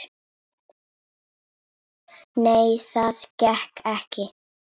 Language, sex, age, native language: Icelandic, female, 8, Icelandic